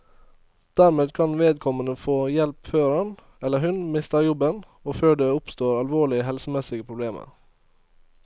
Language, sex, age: Norwegian, male, 22